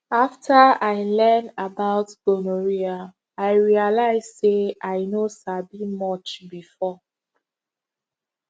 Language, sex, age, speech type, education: Nigerian Pidgin, female, 15-29, spontaneous, tertiary